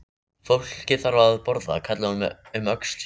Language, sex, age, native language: Icelandic, other, 13, Icelandic